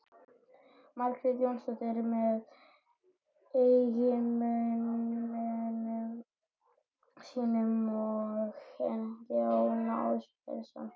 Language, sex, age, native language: Icelandic, male, 12, Icelandic